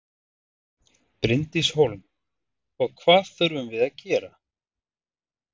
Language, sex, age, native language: Icelandic, male, 30-39, Icelandic